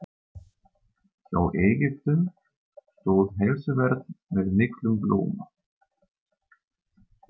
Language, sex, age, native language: Icelandic, male, 30-39, German